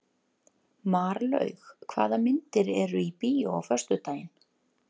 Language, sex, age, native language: Icelandic, female, 30-39, Icelandic